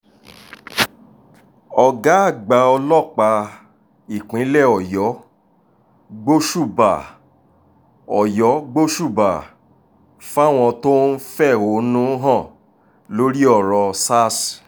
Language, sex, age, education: Yoruba, male, 30-45, tertiary